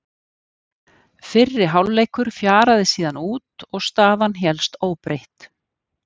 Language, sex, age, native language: Icelandic, female, 50-59, Icelandic